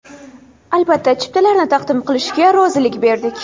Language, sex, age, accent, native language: Uzbek, female, 18-24, Buxoro, Uzbek